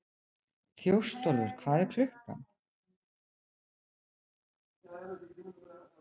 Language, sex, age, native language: Icelandic, female, 60-69, Icelandic